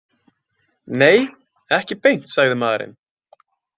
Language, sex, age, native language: Icelandic, male, 20-29, Icelandic